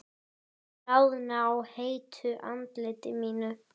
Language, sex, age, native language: Icelandic, female, 10, Icelandic